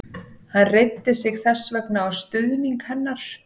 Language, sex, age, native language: Icelandic, female, 40-49, Icelandic